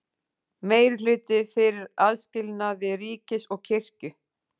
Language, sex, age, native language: Icelandic, female, 40-49, Icelandic